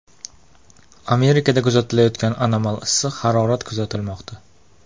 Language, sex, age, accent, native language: Uzbek, male, 25-34, Toshkent viloyati, Uzbek